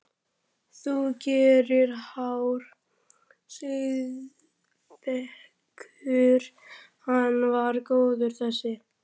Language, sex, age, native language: Icelandic, male, 11, Icelandic